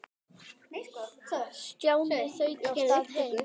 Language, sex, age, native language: Icelandic, male, 10, Icelandic